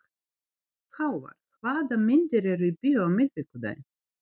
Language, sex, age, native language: Icelandic, female, 40-49, Serbo-Croatian